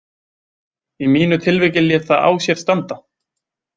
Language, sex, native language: Icelandic, male, Icelandic